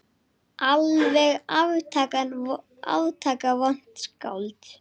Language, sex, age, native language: Icelandic, female, 8, Icelandic